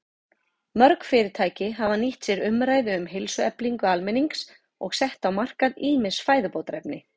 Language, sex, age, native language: Icelandic, female, 40-49, Icelandic